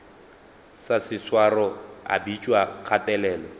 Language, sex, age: Northern Sotho, male, 22